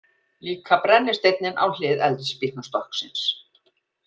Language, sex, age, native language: Icelandic, female, 40-49, Icelandic